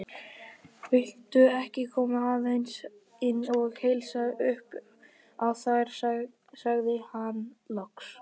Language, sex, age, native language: Icelandic, female, 50-59, Icelandic